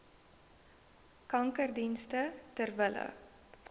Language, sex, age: Afrikaans, female, 19